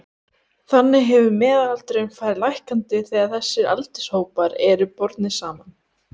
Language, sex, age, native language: Icelandic, female, 18-19, Icelandic